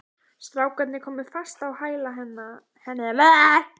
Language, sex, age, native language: Icelandic, female, 14, Icelandic